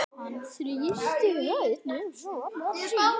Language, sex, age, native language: Icelandic, male, 9, Icelandic